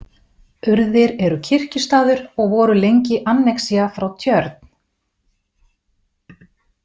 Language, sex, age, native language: Icelandic, female, 40-49, Icelandic